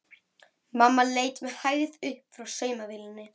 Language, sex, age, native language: Icelandic, female, 11, Icelandic